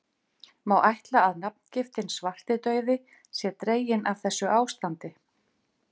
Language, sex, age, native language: Icelandic, female, 50-59, Icelandic